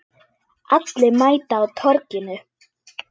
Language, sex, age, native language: Icelandic, female, 10, Icelandic